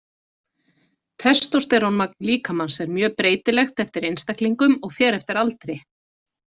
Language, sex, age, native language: Icelandic, female, 40-49, Icelandic